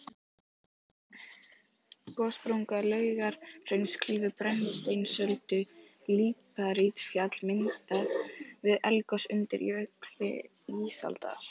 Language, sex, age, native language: Icelandic, female, 18-19, Icelandic